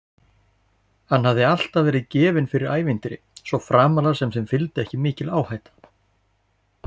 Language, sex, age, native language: Icelandic, male, 40-49, Icelandic